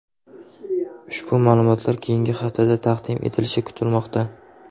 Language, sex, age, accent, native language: Uzbek, male, 18-24, Qashqadaryo, Uzbek